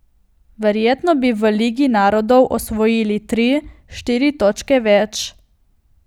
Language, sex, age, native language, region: Slovenian, female, 18-29, Slovenian, Coastal Karst region